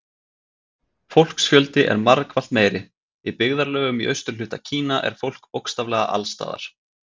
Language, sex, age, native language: Icelandic, male, 30-39, Icelandic